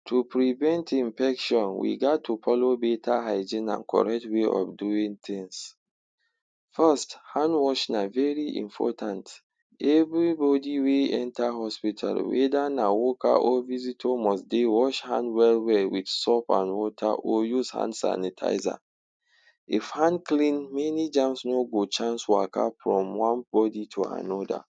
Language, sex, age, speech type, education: Nigerian Pidgin, male, 46-60, spontaneous, tertiary